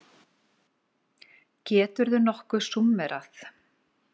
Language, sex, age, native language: Icelandic, female, 30-39, Icelandic